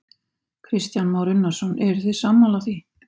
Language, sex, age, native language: Icelandic, female, 50-59, Icelandic